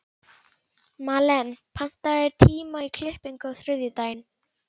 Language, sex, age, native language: Icelandic, female, 11, Icelandic